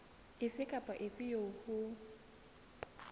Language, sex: Southern Sotho, female